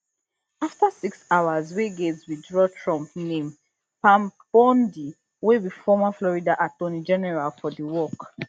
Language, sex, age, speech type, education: Nigerian Pidgin, female, 15-29, spontaneous, tertiary